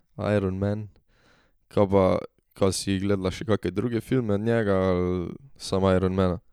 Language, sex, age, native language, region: Slovenian, male, 18-29, Slovenian, Drava region